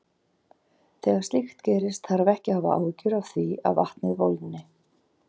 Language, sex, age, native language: Icelandic, female, 40-49, Icelandic